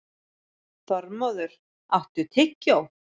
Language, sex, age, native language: Icelandic, female, 30-39, Icelandic